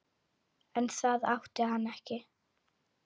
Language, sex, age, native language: Icelandic, female, 8, Icelandic